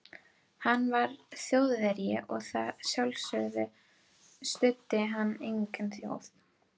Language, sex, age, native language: Icelandic, female, 12, Icelandic